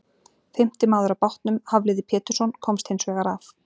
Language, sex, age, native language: Icelandic, female, 40-49, Icelandic